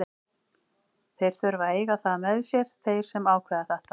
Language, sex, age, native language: Icelandic, female, 40-49, Icelandic